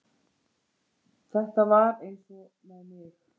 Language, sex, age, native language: Icelandic, female, 40-49, Icelandic